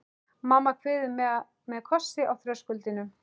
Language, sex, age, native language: Icelandic, male, 11, Icelandic